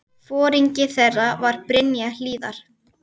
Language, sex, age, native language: Icelandic, female, 10, Icelandic